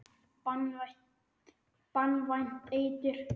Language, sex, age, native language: Icelandic, male, 9, Icelandic